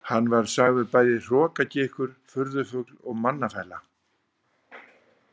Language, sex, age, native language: Icelandic, male, 60-69, Icelandic